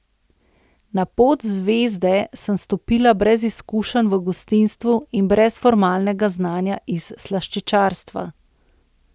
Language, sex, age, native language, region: Slovenian, female, 30-49, Slovenian, Central Slovenia